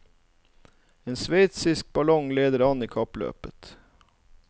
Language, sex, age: Norwegian, male, 39